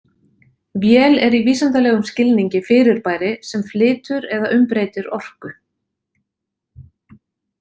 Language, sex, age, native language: Icelandic, female, 40-49, Icelandic